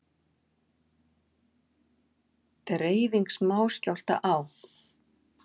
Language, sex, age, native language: Icelandic, female, 40-49, Icelandic